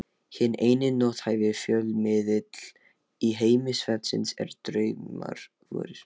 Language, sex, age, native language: Icelandic, male, 13, Lithuanian